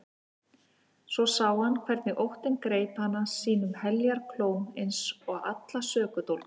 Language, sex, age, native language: Icelandic, female, 50-59, Icelandic